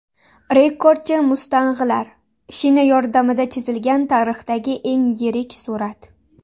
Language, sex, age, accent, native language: Uzbek, female, 19-29, Namangan, Uzbek